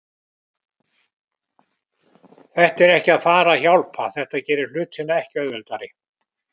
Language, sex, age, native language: Icelandic, male, 70-79, Icelandic